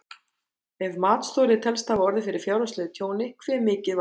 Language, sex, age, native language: Icelandic, female, 30-39, Icelandic